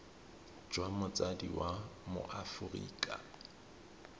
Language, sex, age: Tswana, male, 31